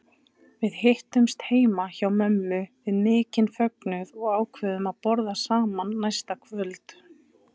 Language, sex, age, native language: Icelandic, female, 20-29, Icelandic